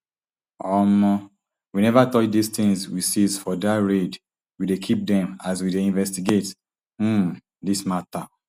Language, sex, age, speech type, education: Nigerian Pidgin, male, 30-45, spontaneous, tertiary